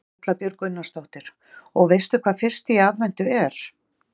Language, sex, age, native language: Icelandic, female, 40-49, Icelandic